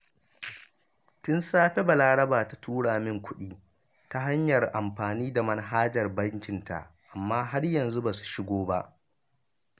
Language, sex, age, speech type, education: Hausa, male, 30-45, read, primary